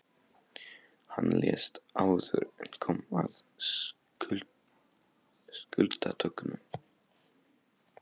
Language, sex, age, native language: Icelandic, male, 15, Polish